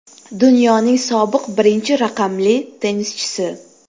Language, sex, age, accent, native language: Uzbek, female, 19-29, Toshkent shahri, Uzbek